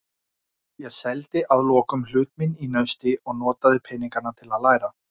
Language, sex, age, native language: Icelandic, male, 40-49, Icelandic